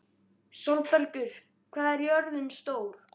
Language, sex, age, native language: Icelandic, other, 12, Icelandic